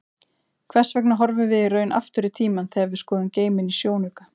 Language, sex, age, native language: Icelandic, female, 30-39, Icelandic